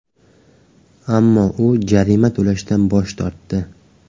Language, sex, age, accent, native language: Uzbek, male, 18-24, Samarqand, Uzbek